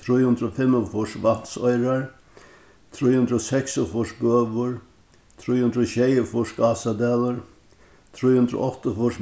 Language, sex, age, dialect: Faroese, male, 61+, Norðurstreymoy/Eysturoy